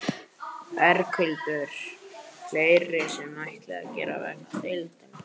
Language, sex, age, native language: Icelandic, male, 11, Icelandic